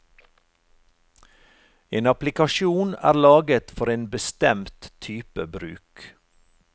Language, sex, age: Norwegian, male, 45